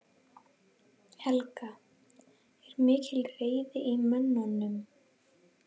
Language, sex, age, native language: Icelandic, female, 11, Icelandic